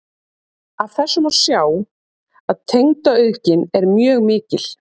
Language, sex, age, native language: Icelandic, female, 30-39, Icelandic